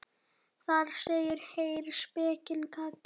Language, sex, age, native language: Icelandic, male, 7, Icelandic